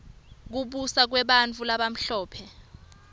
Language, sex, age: Swati, female, 19